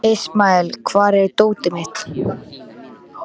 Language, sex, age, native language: Icelandic, male, 13, Icelandic